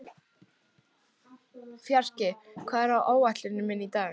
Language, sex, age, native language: Icelandic, female, 12, Icelandic